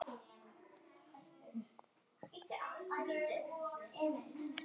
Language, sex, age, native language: Icelandic, male, 9, Icelandic